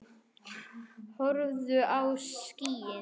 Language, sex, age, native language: Icelandic, other, 10, Icelandic